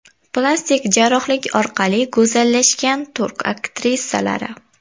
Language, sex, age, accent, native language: Uzbek, female, 19-29, Toshkent viloyati, Uzbek